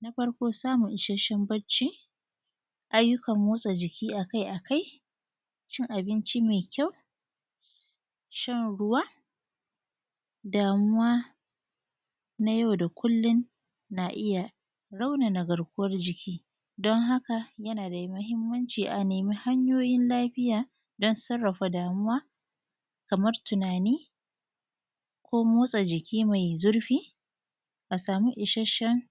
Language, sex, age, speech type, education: Hausa, female, 30-45, spontaneous, tertiary